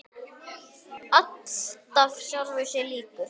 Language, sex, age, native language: Icelandic, male, 10, Icelandic